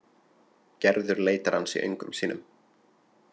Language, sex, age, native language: Icelandic, male, 20-29, Icelandic